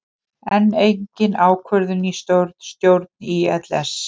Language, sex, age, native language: Icelandic, female, 50-59, Icelandic